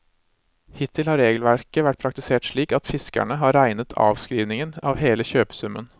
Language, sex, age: Norwegian, male, 26